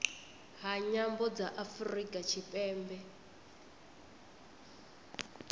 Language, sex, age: Venda, female, 25